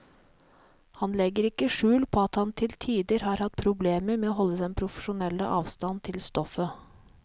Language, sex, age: Norwegian, female, 37